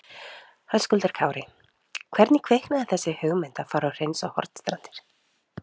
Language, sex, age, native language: Icelandic, female, 30-39, Icelandic